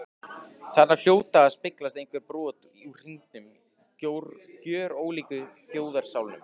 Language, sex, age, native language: Icelandic, male, 15, Icelandic